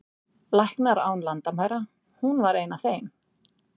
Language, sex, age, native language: Icelandic, female, 60-69, Icelandic